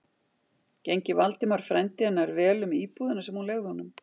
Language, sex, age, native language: Icelandic, female, 50-59, Icelandic